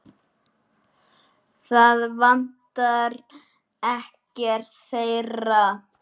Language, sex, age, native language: Icelandic, male, 9, Icelandic